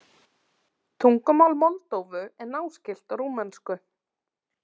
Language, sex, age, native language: Icelandic, female, 30-39, Icelandic